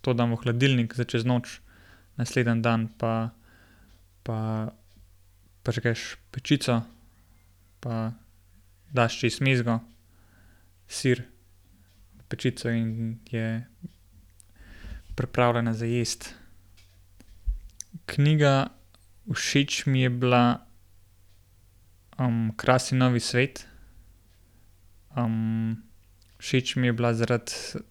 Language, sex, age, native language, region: Slovenian, male, 18-29, Slovenian, Gorenjska region